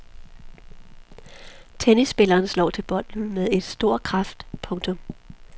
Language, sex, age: Danish, female, 43